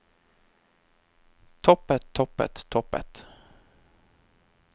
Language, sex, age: Norwegian, male, 23